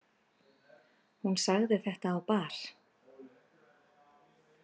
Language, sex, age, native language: Icelandic, female, 40-49, Icelandic